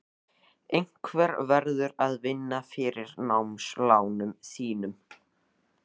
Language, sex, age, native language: Icelandic, male, 14, Icelandic